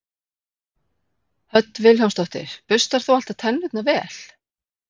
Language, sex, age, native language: Icelandic, female, 40-49, Icelandic